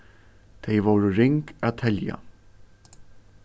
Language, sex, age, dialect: Faroese, male, 15-35, Suðurstreymoy